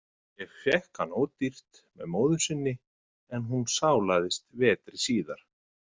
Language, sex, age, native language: Icelandic, male, 30-39, Icelandic